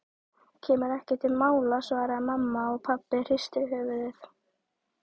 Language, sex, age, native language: Icelandic, female, 12, Icelandic